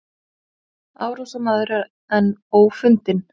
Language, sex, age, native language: Icelandic, female, 40-49, Icelandic